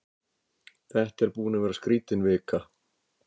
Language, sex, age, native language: Icelandic, male, 50-59, Icelandic